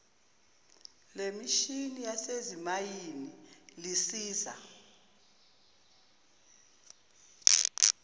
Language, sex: Zulu, female